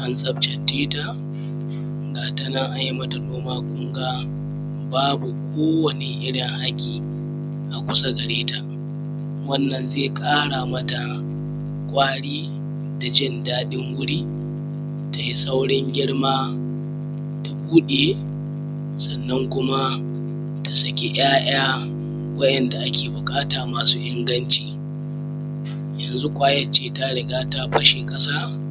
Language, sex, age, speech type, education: Hausa, male, 15-29, spontaneous, primary